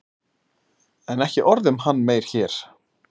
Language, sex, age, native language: Icelandic, male, 30-39, Icelandic